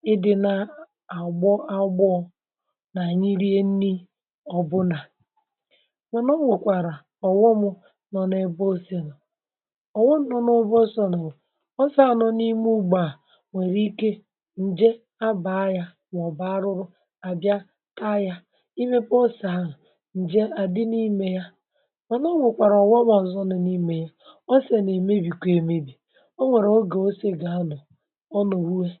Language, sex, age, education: Igbo, female, 60+, tertiary